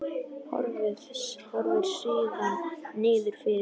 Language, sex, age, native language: Icelandic, male, 10, Icelandic